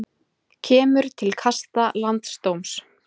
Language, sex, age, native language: Icelandic, female, 20-29, Icelandic